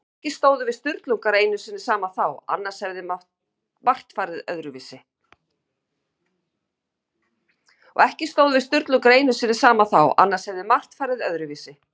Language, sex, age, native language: Icelandic, female, 50-59, Icelandic